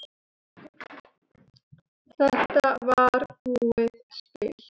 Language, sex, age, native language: Icelandic, male, 7, Icelandic